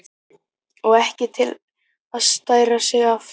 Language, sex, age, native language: Icelandic, female, 15, Icelandic